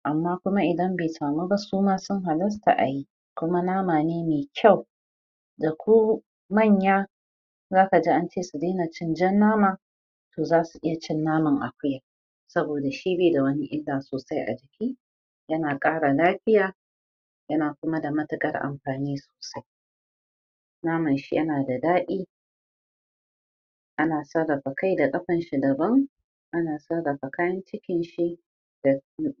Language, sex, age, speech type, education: Hausa, female, 30-45, spontaneous, tertiary